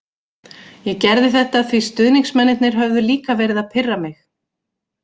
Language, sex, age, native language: Icelandic, female, 40-49, Icelandic